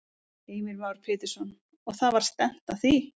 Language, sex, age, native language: Icelandic, female, 30-39, Icelandic